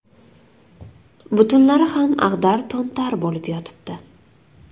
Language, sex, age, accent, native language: Uzbek, female, 25-34, Surxondaryo, Uzbek